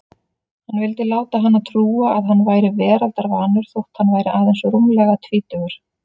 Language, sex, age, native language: Icelandic, female, 30-39, Icelandic